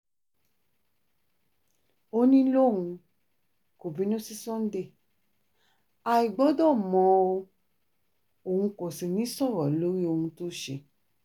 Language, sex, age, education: Yoruba, female, 30-45, tertiary